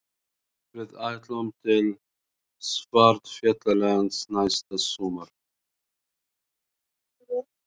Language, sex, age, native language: Icelandic, male, 40-49, Arabic